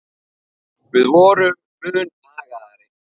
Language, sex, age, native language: Icelandic, male, 9, Icelandic